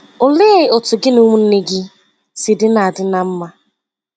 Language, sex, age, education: Igbo, female, 15-29, tertiary